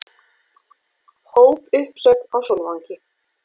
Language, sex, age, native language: Icelandic, female, 40-49, Icelandic